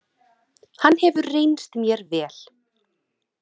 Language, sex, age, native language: Icelandic, female, 30-39, Icelandic